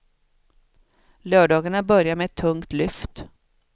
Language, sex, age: Swedish, female, 42